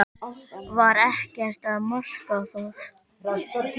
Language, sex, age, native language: Icelandic, male, 10, Icelandic